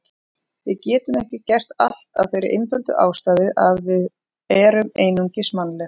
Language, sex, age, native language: Icelandic, female, 40-49, Icelandic